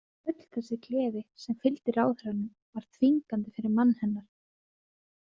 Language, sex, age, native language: Icelandic, female, 30-39, Icelandic